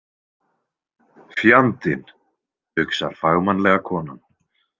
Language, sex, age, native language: Icelandic, male, 20-29, Icelandic